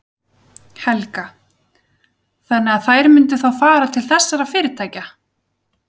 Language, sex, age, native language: Icelandic, female, 30-39, Icelandic